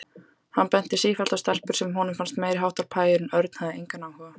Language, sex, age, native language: Icelandic, female, 18-19, Icelandic